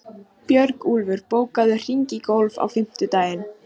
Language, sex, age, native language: Icelandic, female, 15, Icelandic